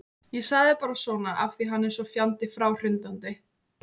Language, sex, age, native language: Icelandic, female, 18-19, Icelandic